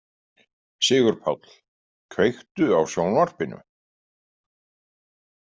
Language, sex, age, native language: Icelandic, male, 50-59, Icelandic